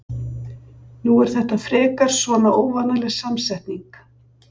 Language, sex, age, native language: Icelandic, female, 60-69, Icelandic